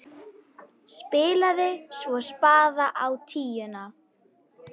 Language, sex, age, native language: Icelandic, female, 9, Icelandic